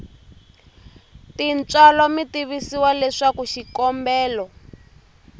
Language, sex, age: Tsonga, female, 23